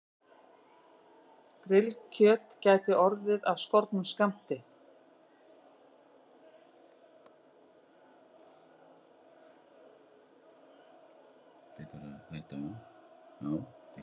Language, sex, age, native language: Icelandic, female, 60-69, Icelandic